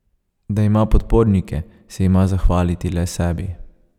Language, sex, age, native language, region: Slovenian, male, 30-49, Slovenian, Savinja region